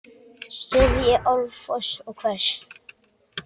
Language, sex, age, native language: Icelandic, male, 10, Icelandic